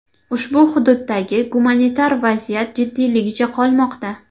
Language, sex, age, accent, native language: Uzbek, female, 18-24, Qashqadaryo, Uzbek